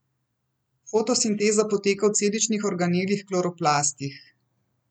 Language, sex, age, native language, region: Slovenian, female, 30-49, Slovenian, Central Slovenia